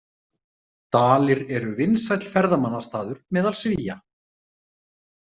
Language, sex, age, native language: Icelandic, male, 30-39, Icelandic